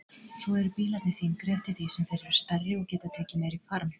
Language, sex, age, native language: Icelandic, female, 40-49, Icelandic